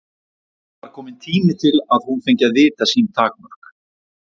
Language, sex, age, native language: Icelandic, male, 40-49, Icelandic